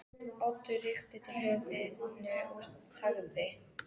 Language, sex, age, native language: Icelandic, female, 13, Icelandic